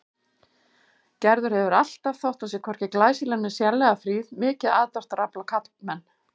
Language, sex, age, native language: Icelandic, female, 50-59, Icelandic